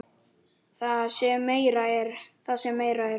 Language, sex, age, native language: Icelandic, female, 9, Icelandic